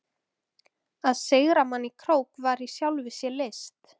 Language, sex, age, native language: Icelandic, female, 14, Icelandic